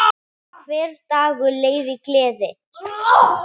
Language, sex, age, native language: Icelandic, female, 9, Icelandic